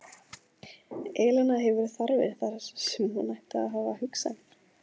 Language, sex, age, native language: Icelandic, female, 15, Icelandic